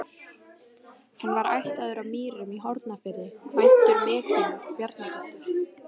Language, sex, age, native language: Icelandic, female, 12, Icelandic